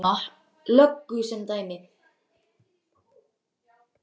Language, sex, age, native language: Icelandic, male, 12, Icelandic